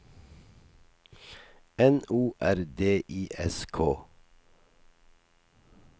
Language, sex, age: Norwegian, male, 57